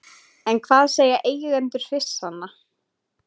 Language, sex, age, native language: Icelandic, female, 20-29, Icelandic